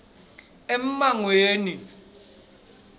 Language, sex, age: Swati, male, 26